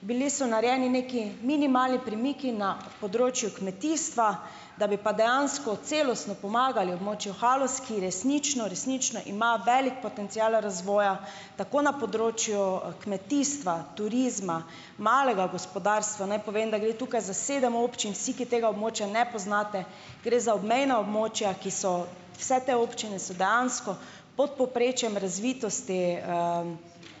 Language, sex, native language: Slovenian, female, Slovenian